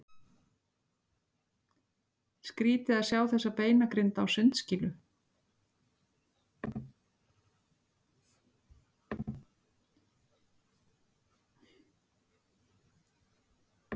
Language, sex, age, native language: Icelandic, female, 60-69, Icelandic